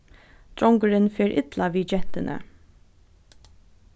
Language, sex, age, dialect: Faroese, female, 15-35, Norðurstreymoy/Eysturoy